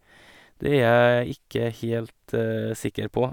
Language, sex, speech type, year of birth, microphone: Norwegian, male, spontaneous, 1985, Sennheiser